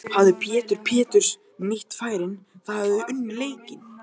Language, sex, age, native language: Icelandic, male, 12, Icelandic